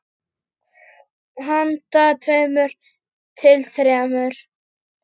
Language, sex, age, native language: Icelandic, male, 8, Icelandic